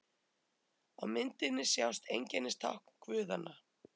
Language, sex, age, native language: Icelandic, female, 30-39, Icelandic